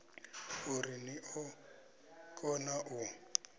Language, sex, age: Venda, male, 26